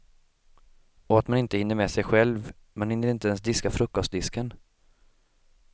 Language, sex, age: Swedish, male, 25